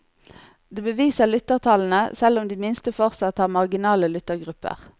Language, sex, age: Norwegian, female, 40